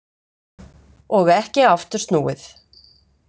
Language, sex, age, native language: Icelandic, female, 50-59, Icelandic